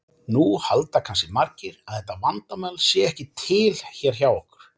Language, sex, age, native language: Icelandic, male, 40-49, Icelandic